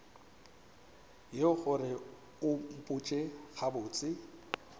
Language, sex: Northern Sotho, male